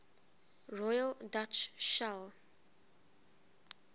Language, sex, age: English, female, 20